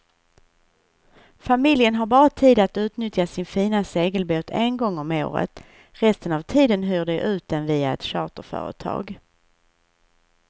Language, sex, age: Swedish, female, 41